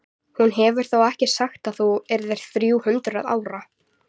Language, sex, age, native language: Icelandic, female, 40-49, Icelandic